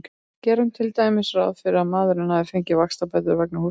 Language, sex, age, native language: Icelandic, female, 30-39, Icelandic